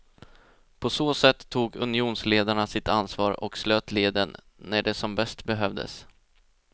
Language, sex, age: Swedish, male, 20